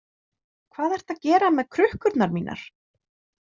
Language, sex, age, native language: Icelandic, female, 30-39, Icelandic